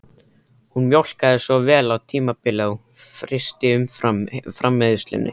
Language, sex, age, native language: Icelandic, male, 13, Icelandic